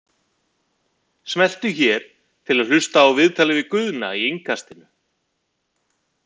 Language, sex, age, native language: Icelandic, male, 50-59, Icelandic